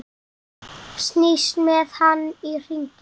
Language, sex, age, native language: Icelandic, male, 7, Icelandic